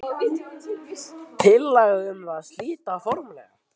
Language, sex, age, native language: Icelandic, male, 12, Icelandic